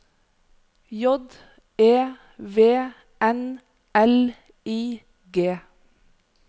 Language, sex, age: Norwegian, female, 43